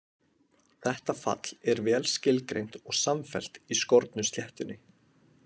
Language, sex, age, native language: Icelandic, male, 20-29, Icelandic